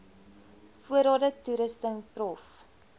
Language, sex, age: Afrikaans, female, 20